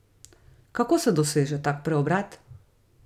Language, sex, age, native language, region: Slovenian, female, 30-49, Slovenian, Gorica region